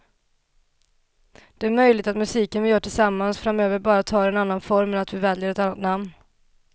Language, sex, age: Swedish, female, 27